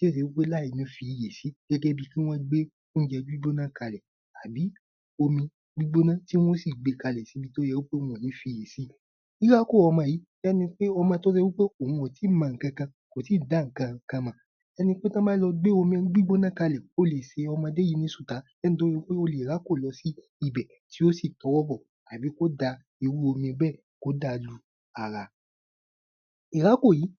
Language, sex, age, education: Yoruba, male, 15-29, tertiary